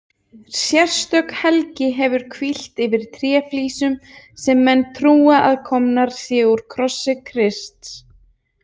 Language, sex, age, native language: Icelandic, female, 20-29, Icelandic